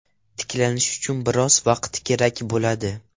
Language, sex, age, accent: Uzbek, male, 12-17, Toshkent viloyati